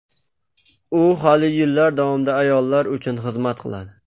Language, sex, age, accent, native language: Uzbek, male, 19-29, Qashqadaryo, Uzbek